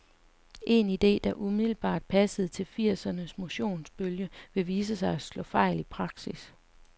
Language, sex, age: Danish, female, 35